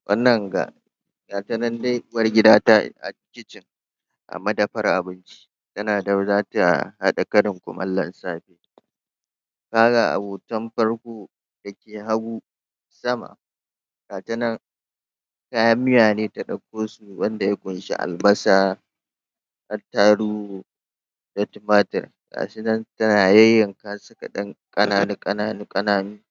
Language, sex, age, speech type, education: Hausa, male, 15-29, spontaneous, tertiary